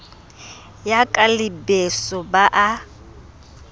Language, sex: Southern Sotho, female